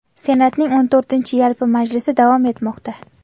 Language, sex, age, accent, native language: Uzbek, female, 18-24, Samarqand, Uzbek